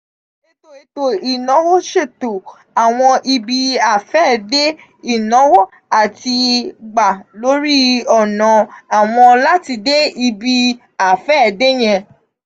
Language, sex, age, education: Yoruba, female, 15-29, tertiary